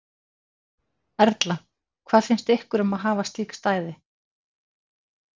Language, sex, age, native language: Icelandic, female, 50-59, Icelandic